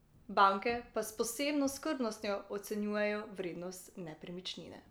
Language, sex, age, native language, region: Slovenian, female, 18-29, Slovenian, Drava region